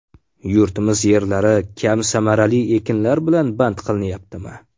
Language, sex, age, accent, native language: Uzbek, male, 18-24, Farg'ona, Uzbek